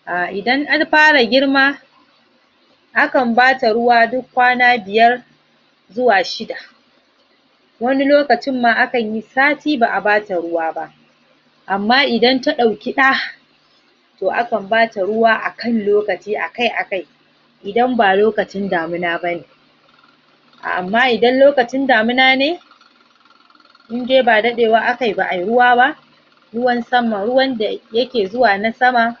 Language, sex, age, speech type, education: Hausa, male, 46-60, spontaneous, tertiary